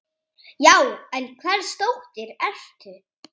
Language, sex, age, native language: Icelandic, male, 7, Icelandic